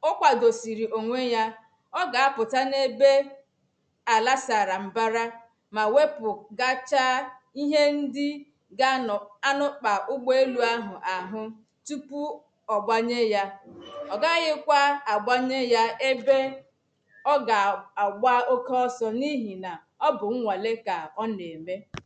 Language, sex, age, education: Igbo, female, 30-45, tertiary